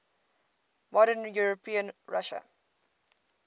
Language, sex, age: English, female, 22